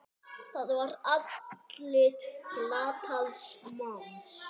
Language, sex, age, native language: Icelandic, male, 8, Icelandic